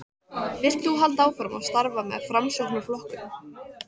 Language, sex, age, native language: Icelandic, female, 14, Icelandic